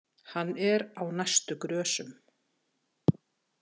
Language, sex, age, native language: Icelandic, female, 60-69, Icelandic